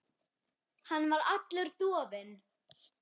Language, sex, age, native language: Icelandic, female, 10, Icelandic